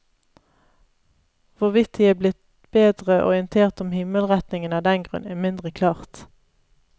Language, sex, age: Norwegian, female, 31